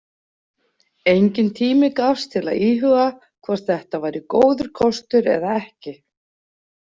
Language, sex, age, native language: Icelandic, female, 40-49, Icelandic